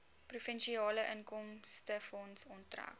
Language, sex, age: Afrikaans, female, 19